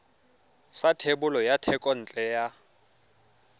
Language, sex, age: Tswana, male, 23